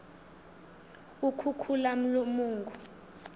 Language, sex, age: South Ndebele, female, 20